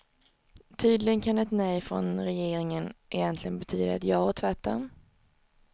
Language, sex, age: Swedish, female, 19